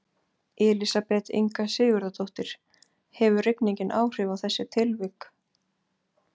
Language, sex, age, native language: Icelandic, female, 40-49, Icelandic